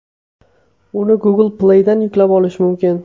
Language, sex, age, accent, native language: Uzbek, male, 18-24, Namangan, Uzbek